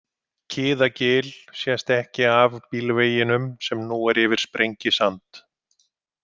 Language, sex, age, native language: Icelandic, male, 50-59, Icelandic